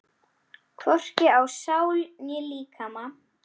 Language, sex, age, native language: Icelandic, female, 10, Icelandic